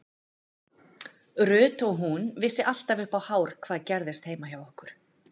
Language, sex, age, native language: Icelandic, female, 40-49, Icelandic